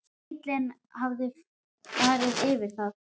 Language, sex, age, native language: Icelandic, female, 10, Icelandic